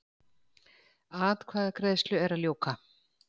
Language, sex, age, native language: Icelandic, female, 60-69, Icelandic